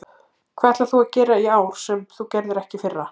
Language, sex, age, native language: Icelandic, female, 30-39, Icelandic